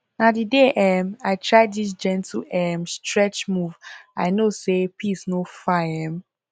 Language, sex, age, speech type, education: Nigerian Pidgin, female, 15-29, spontaneous, tertiary